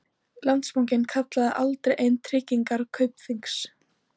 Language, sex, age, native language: Icelandic, female, 18-19, Icelandic